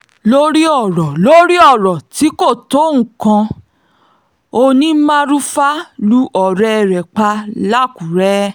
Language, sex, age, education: Yoruba, female, 30-45, tertiary